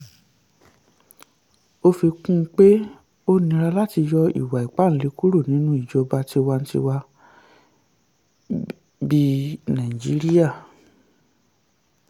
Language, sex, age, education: Yoruba, male, 15-29, tertiary